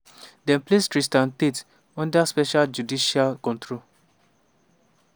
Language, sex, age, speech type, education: Nigerian Pidgin, male, 15-29, spontaneous, tertiary